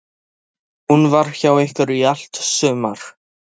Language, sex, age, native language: Icelandic, male, 13, Polish